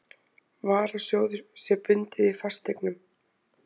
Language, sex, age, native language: Icelandic, female, 20-29, Icelandic